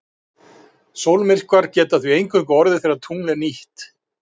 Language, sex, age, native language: Icelandic, male, 50-59, Icelandic